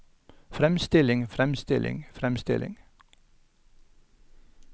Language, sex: Norwegian, male